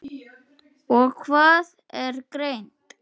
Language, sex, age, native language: Icelandic, male, 8, Icelandic